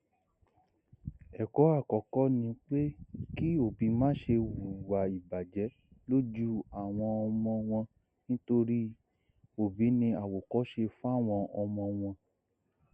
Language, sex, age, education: Yoruba, male, 60+, secondary